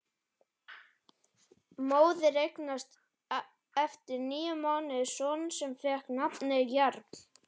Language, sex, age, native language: Icelandic, male, 40-49, Icelandic